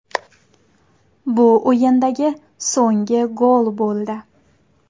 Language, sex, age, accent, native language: Uzbek, female, 18-24, Qashqadaryo, Uzbek